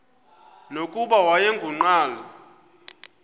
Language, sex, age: Xhosa, male, 24